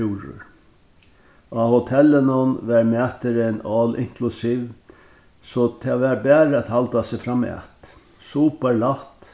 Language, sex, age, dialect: Faroese, male, 61+, Norðurstreymoy/Eysturoy